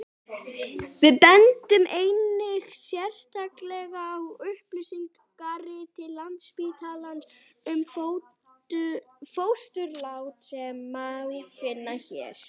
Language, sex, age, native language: Icelandic, female, 60-69, Icelandic